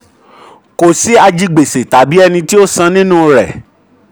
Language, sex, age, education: Yoruba, male, 30-45, tertiary